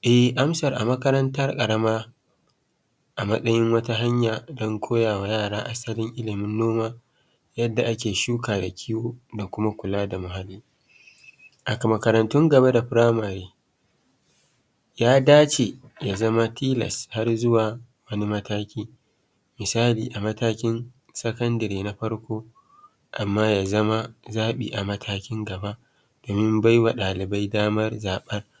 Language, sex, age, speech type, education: Hausa, male, 30-45, spontaneous, tertiary